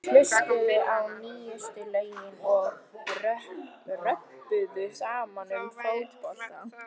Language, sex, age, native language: Icelandic, female, 15, Icelandic